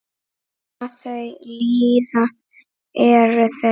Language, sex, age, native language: Icelandic, female, 9, Icelandic